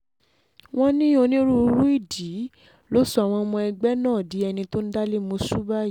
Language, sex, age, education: Yoruba, female, 15-29, tertiary